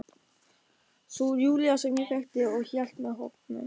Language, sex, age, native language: Icelandic, male, 13, German